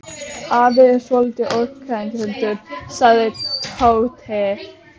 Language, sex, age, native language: Icelandic, other, 12, Icelandic